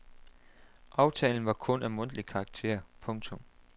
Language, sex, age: Danish, male, 27